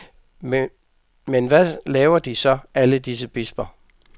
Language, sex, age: Danish, male, 55